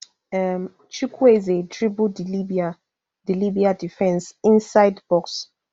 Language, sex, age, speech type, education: Nigerian Pidgin, female, 15-29, spontaneous, tertiary